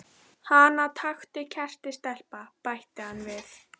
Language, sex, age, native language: Icelandic, female, 11, Icelandic